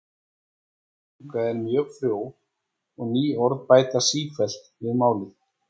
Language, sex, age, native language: Icelandic, male, 40-49, Icelandic